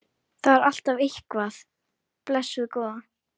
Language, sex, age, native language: Icelandic, female, 11, Icelandic